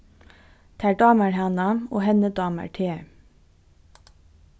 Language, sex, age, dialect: Faroese, female, 15-35, Norðurstreymoy/Eysturoy